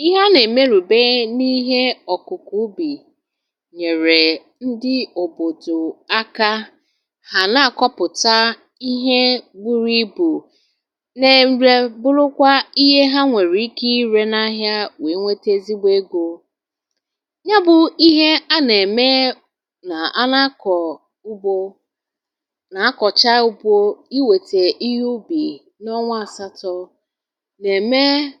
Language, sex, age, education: Igbo, female, 30-45, tertiary